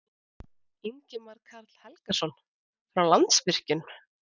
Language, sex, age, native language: Icelandic, female, 20-29, Icelandic